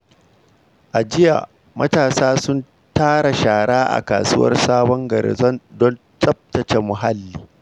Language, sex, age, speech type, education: Hausa, male, 46-60, read, secondary